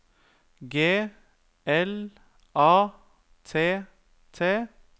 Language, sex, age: Norwegian, male, 30